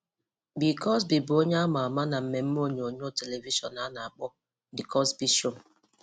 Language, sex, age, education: Igbo, female, 15-29, tertiary